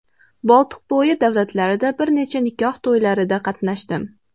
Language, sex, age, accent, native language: Uzbek, female, 18-24, Andijon, Uzbek